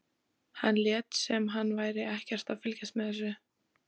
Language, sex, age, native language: Icelandic, female, 14, Icelandic